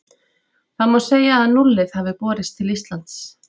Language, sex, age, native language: Icelandic, female, 30-39, Icelandic